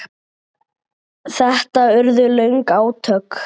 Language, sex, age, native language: Icelandic, male, 8, Icelandic